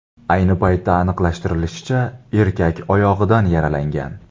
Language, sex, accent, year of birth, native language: Uzbek, male, Andijon, 1999, Uzbek